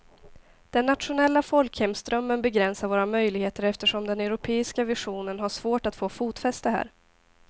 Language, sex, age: Swedish, female, 18